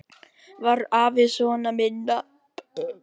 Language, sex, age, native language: Icelandic, male, 10, Filipino